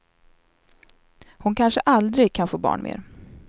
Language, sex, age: Swedish, female, 27